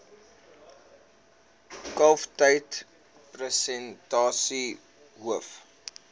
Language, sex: Afrikaans, male